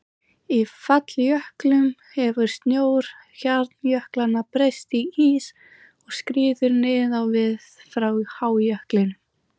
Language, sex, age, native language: Icelandic, female, 20-29, Icelandic